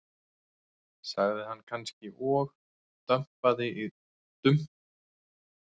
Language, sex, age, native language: Icelandic, male, 40-49, Icelandic